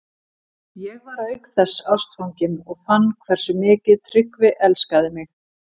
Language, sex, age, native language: Icelandic, female, 50-59, Icelandic